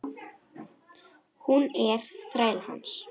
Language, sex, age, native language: Icelandic, female, 10, Russian